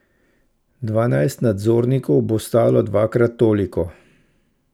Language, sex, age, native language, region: Slovenian, male, 50-59, Slovenian, Central Slovenia